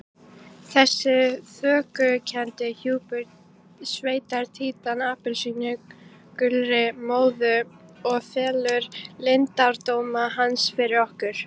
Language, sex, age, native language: Icelandic, female, 40-49, Icelandic